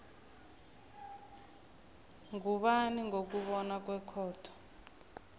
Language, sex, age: South Ndebele, female, 21